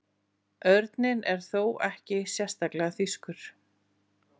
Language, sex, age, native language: Icelandic, female, 40-49, Icelandic